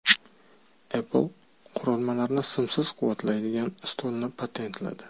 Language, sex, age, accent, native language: Uzbek, male, 25-34, Toshkent shahri, Uzbek